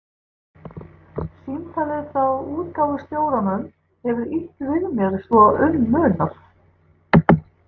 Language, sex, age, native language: Icelandic, female, 50-59, English